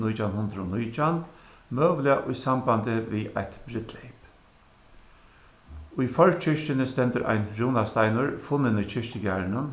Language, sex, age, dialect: Faroese, male, 61+, Suðuroy